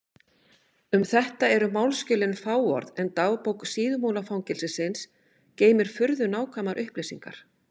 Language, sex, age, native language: Icelandic, female, 50-59, Icelandic